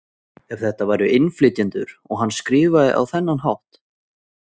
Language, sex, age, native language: Icelandic, male, 20-29, Icelandic